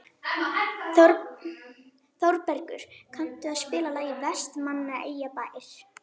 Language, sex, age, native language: Icelandic, female, 11, Icelandic